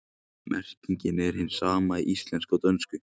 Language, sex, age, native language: Icelandic, male, 18-19, Icelandic